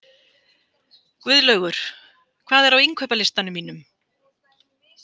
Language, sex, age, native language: Icelandic, female, 50-59, Icelandic